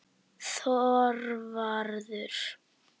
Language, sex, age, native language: Icelandic, female, 60-69, Icelandic